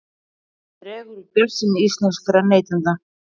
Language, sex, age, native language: Icelandic, female, 40-49, Icelandic